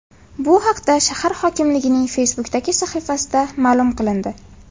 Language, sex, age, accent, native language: Uzbek, female, 18-24, Farg'ona, Uzbek